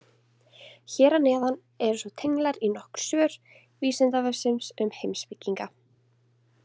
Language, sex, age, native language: Icelandic, female, 20-29, Icelandic